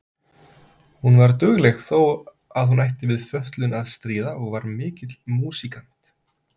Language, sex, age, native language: Icelandic, male, 30-39, Icelandic